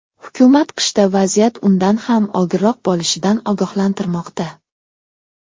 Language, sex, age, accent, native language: Uzbek, male, 19-29, Xorazm, Uzbek